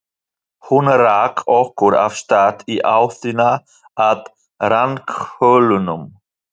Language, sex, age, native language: Icelandic, male, 40-49, Polish